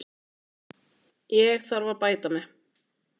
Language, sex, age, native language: Icelandic, female, 20-29, Icelandic